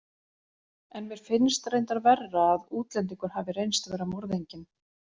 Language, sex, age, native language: Icelandic, female, 40-49, Icelandic